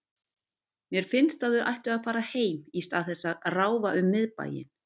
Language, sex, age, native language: Icelandic, female, 50-59, Icelandic